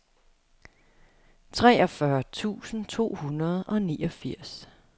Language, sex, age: Danish, female, 35